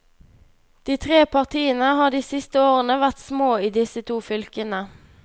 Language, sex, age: Norwegian, female, 21